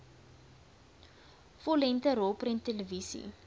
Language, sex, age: Afrikaans, female, 22